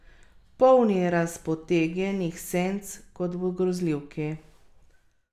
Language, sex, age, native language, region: Slovenian, female, 30-49, Slovenian, Carinthia region